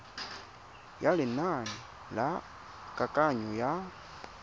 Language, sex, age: Tswana, male, 22